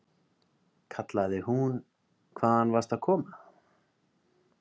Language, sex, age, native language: Icelandic, male, 30-39, Icelandic